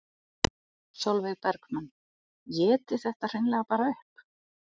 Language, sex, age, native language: Icelandic, other, 40-49, Icelandic